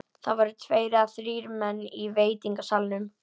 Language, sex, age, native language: Icelandic, female, 11, Icelandic